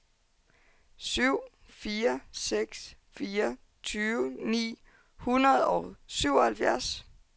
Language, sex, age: Danish, female, 22